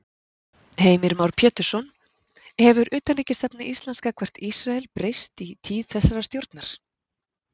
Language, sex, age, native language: Icelandic, female, 40-49, Icelandic